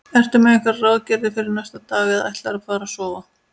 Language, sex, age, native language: Icelandic, female, 20-29, Icelandic